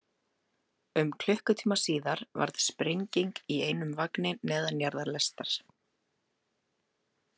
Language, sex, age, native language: Icelandic, female, 30-39, Icelandic